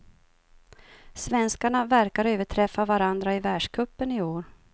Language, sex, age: Swedish, female, 52